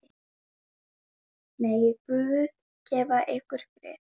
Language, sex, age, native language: Icelandic, female, 10, Icelandic